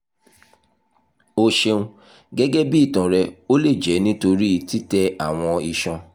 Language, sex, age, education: Yoruba, male, 30-45, tertiary